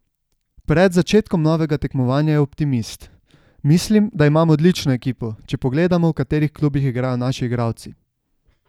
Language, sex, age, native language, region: Slovenian, male, 18-29, Slovenian, Savinja region